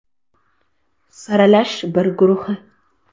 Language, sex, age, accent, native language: Uzbek, female, 12-17, Sirdaryo, Uzbek